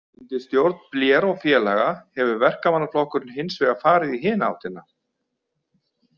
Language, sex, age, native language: Icelandic, male, 50-59, Icelandic